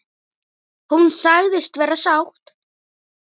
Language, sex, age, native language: Icelandic, male, 9, Icelandic